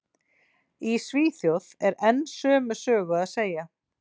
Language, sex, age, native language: Icelandic, female, 40-49, Icelandic